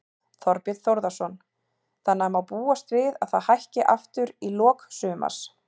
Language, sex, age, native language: Icelandic, female, 30-39, Icelandic